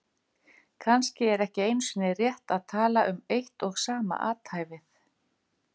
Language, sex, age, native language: Icelandic, female, 50-59, Icelandic